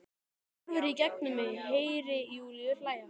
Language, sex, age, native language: Icelandic, male, 12, Icelandic